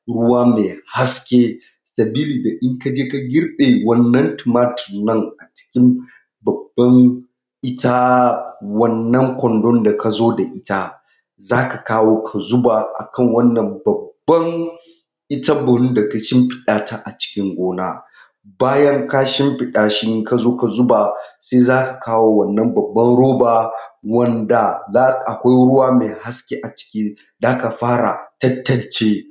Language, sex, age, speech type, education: Hausa, male, 30-45, spontaneous, tertiary